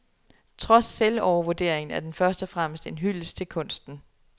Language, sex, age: Danish, female, 27